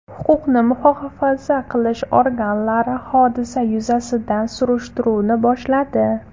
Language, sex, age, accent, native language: Uzbek, female, 19-29, Farg'ona, Uzbek